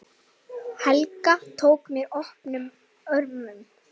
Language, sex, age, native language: Icelandic, female, 10, Icelandic